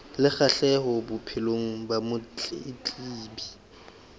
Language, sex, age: Southern Sotho, male, 20